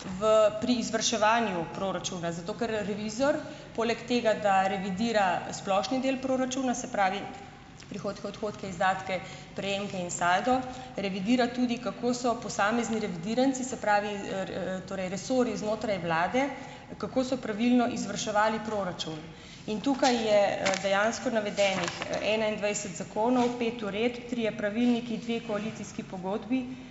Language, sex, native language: Slovenian, female, Slovenian